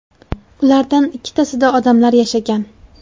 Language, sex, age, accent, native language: Uzbek, female, 18-24, Toshkent viloyati, Uzbek